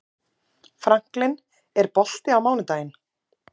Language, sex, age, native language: Icelandic, female, 30-39, Icelandic